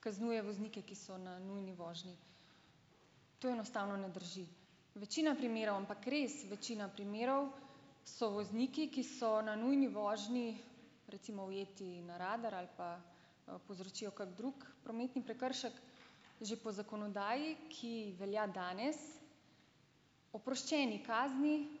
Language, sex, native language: Slovenian, female, Slovenian